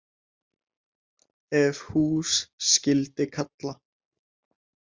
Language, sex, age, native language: Icelandic, male, 18-19, Icelandic